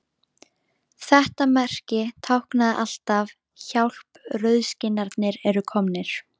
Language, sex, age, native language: Icelandic, female, 13, Icelandic